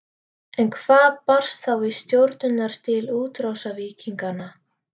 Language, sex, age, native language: Icelandic, female, 13, Icelandic